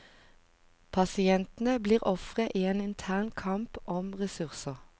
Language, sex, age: Norwegian, female, 45